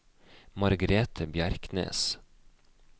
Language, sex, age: Norwegian, male, 29